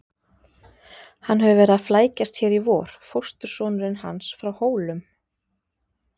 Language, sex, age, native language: Icelandic, female, 30-39, Icelandic